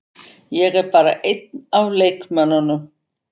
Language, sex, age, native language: Icelandic, female, 50-59, Icelandic